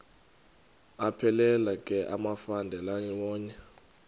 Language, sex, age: Xhosa, male, 32